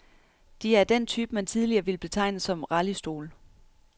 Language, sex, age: Danish, female, 31